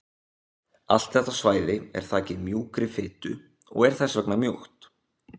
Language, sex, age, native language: Icelandic, male, 20-29, Icelandic